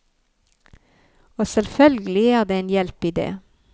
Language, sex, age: Norwegian, female, 51